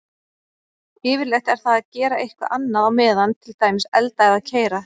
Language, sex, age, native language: Icelandic, female, 30-39, Icelandic